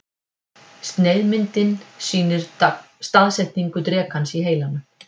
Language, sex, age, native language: Icelandic, female, 50-59, Icelandic